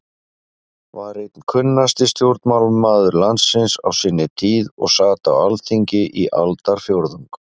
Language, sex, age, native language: Icelandic, male, 50-59, Icelandic